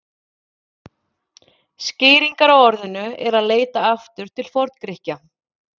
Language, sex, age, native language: Icelandic, female, 40-49, Icelandic